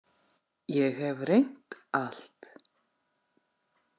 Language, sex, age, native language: Icelandic, female, 40-49, Icelandic